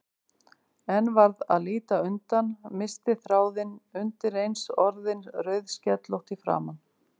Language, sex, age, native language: Icelandic, female, 50-59, Icelandic